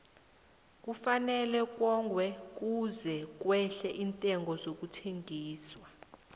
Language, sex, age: South Ndebele, female, 23